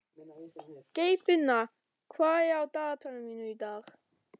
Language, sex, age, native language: Icelandic, male, 13, German